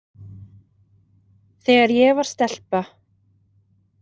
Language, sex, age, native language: Icelandic, female, 30-39, Icelandic